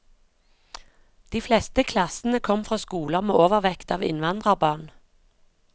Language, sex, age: Norwegian, female, 36